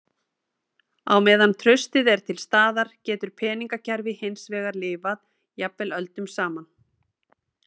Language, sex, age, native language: Icelandic, female, 30-39, Icelandic